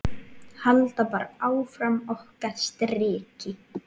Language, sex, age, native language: Icelandic, male, 8, Icelandic